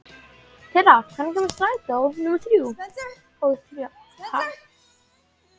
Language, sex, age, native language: Icelandic, male, 18-19, Icelandic